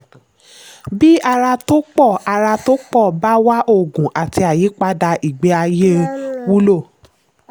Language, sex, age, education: Yoruba, female, 30-45, tertiary